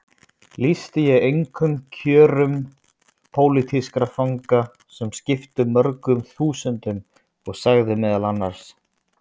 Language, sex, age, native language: Icelandic, male, 20-29, Icelandic